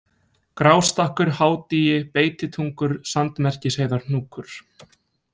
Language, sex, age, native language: Icelandic, male, 20-29, Icelandic